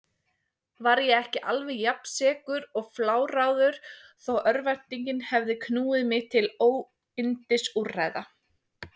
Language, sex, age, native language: Icelandic, female, 20-29, Icelandic